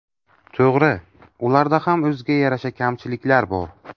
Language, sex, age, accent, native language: Uzbek, male, 18-24, Navoiy, Uzbek